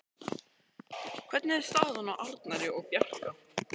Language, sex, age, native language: Icelandic, male, 13, Icelandic